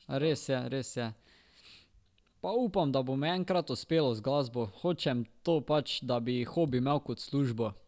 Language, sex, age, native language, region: Slovenian, male, 12-17, Slovenian, Drava region